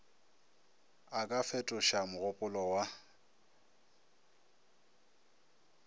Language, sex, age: Northern Sotho, male, 24